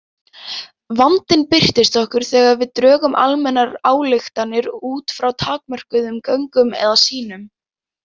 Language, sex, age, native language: Icelandic, female, 18-19, Icelandic